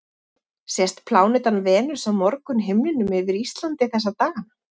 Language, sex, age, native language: Icelandic, female, 40-49, Icelandic